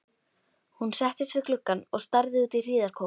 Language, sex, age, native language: Icelandic, female, 12, Icelandic